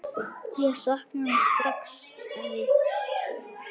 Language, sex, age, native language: Icelandic, male, 9, Icelandic